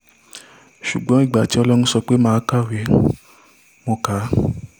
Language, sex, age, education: Yoruba, male, 15-29, tertiary